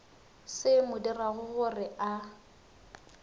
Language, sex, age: Northern Sotho, female, 19